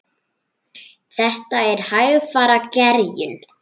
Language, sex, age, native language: Icelandic, male, 9, Icelandic